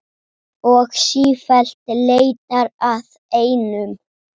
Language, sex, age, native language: Icelandic, male, 7, Icelandic